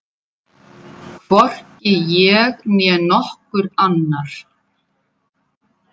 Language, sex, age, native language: Icelandic, female, 70-79, Icelandic